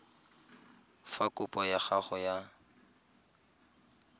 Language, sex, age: Tswana, male, 22